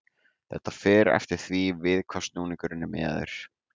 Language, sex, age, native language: Icelandic, male, 18-19, Icelandic